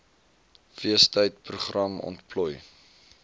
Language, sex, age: Afrikaans, male, 20